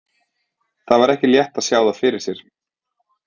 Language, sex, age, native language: Icelandic, male, 30-39, Icelandic